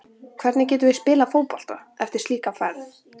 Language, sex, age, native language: Icelandic, female, 13, Icelandic